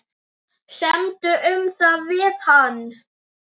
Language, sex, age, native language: Icelandic, male, 9, Icelandic